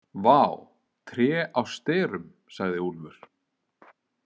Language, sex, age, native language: Icelandic, male, 40-49, Icelandic